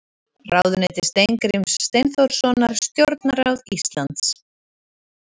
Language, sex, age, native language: Icelandic, female, 30-39, Icelandic